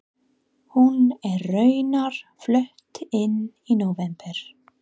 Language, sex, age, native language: Icelandic, female, 30-39, English